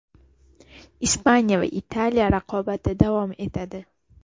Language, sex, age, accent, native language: Uzbek, female, 12-17, Toshkent shahri, Uzbek